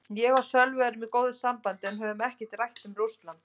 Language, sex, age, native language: Icelandic, female, 30-39, Icelandic